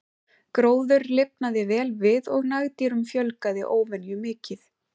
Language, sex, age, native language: Icelandic, female, 20-29, Icelandic